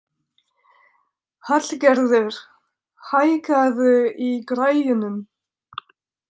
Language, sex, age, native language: Icelandic, female, 30-39, French